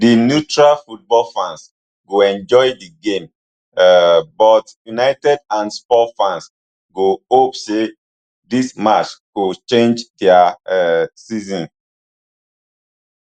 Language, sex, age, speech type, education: Nigerian Pidgin, male, 30-45, spontaneous, tertiary